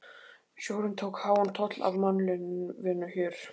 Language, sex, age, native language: Icelandic, male, 15, Icelandic